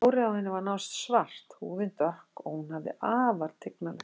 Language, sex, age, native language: Icelandic, female, 60-69, Icelandic